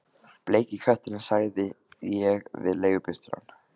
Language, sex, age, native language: Icelandic, male, 15, Icelandic